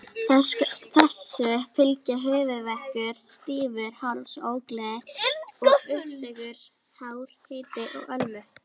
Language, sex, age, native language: Icelandic, female, 30-39, Icelandic